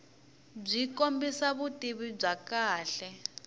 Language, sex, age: Tsonga, female, 21